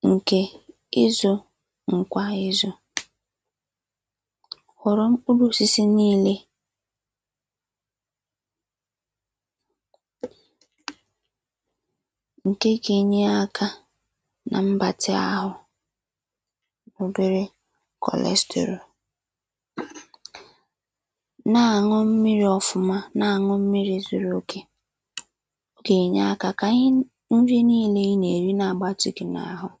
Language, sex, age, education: Igbo, female, 15-29, secondary